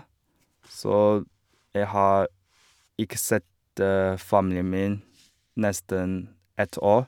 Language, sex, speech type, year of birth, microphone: Norwegian, male, spontaneous, 1985, Shure